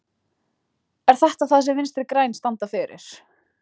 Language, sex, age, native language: Icelandic, other, 20-29, Icelandic